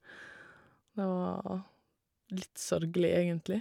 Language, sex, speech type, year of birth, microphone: Norwegian, female, spontaneous, 1985, Shure